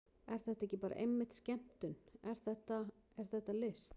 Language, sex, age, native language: Icelandic, female, 40-49, Icelandic